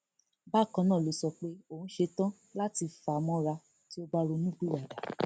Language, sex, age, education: Yoruba, female, 15-29, tertiary